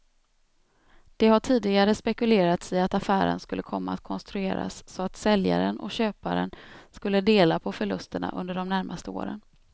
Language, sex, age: Swedish, female, 32